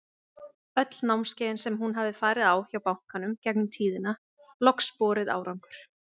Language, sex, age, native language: Icelandic, female, 20-29, Icelandic